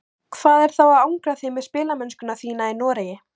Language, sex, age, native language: Icelandic, female, 18-19, Icelandic